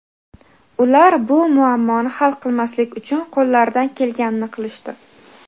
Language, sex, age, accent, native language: Uzbek, female, 18-24, Xorazm, Uzbek